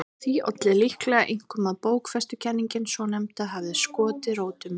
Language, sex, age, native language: Icelandic, female, 30-39, Icelandic